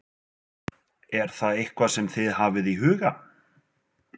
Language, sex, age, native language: Icelandic, male, 20-29, Icelandic